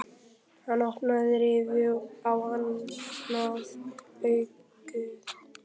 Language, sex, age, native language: Icelandic, male, 11, Icelandic